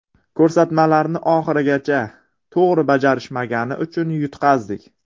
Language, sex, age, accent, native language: Uzbek, male, 18-24, Qashqadaryo, Uzbek